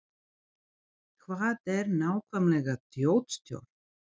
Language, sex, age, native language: Icelandic, female, 40-49, Serbo-Croatian